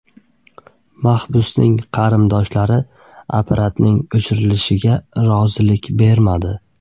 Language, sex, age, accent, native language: Uzbek, male, 18-24, Buxoro, Uzbek